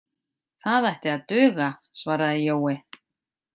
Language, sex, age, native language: Icelandic, female, 50-59, Icelandic